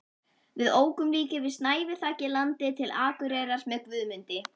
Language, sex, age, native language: Icelandic, female, 11, Icelandic